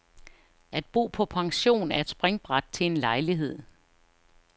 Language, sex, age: Danish, female, 49